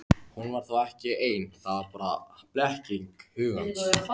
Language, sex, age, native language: Icelandic, male, 14, Icelandic